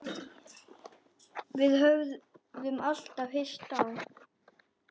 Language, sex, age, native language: Icelandic, female, 10, Icelandic